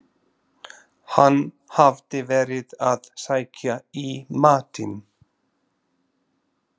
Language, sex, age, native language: Icelandic, male, 30-39, Slovak